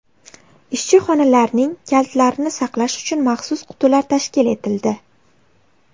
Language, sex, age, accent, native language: Uzbek, female, 18-24, Navoiy, Uzbek